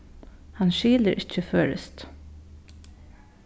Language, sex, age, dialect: Faroese, female, 15-35, Suðurstreymoy